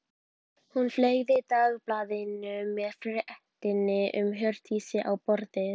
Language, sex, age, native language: Icelandic, female, 12, Icelandic